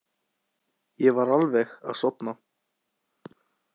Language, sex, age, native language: Icelandic, male, 18-19, Icelandic